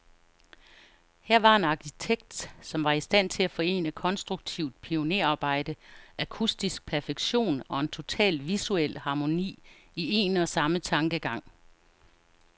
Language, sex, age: Danish, female, 49